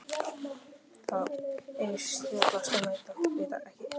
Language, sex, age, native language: Icelandic, male, 12, Icelandic